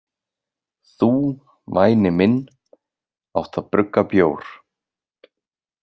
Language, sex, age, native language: Icelandic, male, 20-29, Icelandic